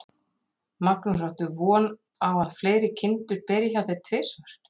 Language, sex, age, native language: Icelandic, female, 30-39, Icelandic